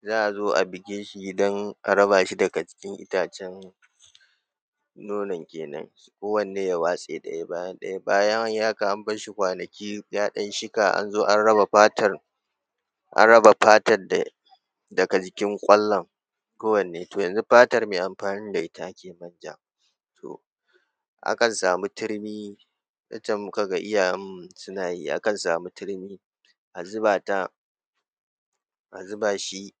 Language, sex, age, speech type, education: Hausa, male, 15-29, spontaneous, tertiary